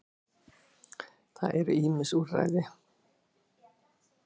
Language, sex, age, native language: Icelandic, female, 60-69, Icelandic